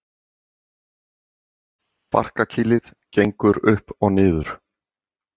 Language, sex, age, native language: Icelandic, male, 50-59, Icelandic